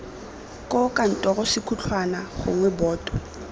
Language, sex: Tswana, female